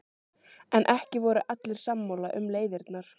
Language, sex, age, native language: Icelandic, female, 14, Icelandic